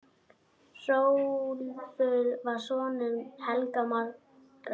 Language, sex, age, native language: Icelandic, male, 9, Icelandic